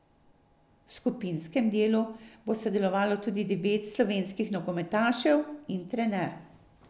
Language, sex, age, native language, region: Slovenian, female, 50-59, Slovenian, Drava region